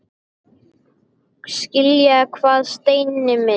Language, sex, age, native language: Icelandic, male, 10, Icelandic